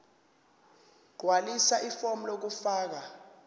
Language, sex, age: Zulu, male, 29